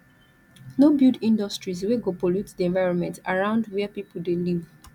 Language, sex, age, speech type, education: Nigerian Pidgin, female, 15-29, spontaneous, tertiary